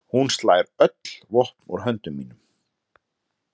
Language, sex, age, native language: Icelandic, male, 30-39, Icelandic